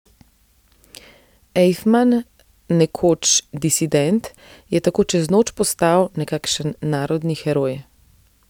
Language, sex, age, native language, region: Slovenian, female, 30-49, Slovenian, Central Slovenia